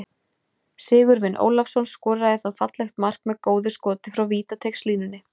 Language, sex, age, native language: Icelandic, female, 20-29, Icelandic